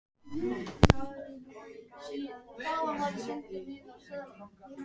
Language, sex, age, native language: Icelandic, male, 13, Icelandic